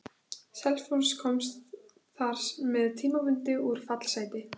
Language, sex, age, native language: Icelandic, female, 16, Icelandic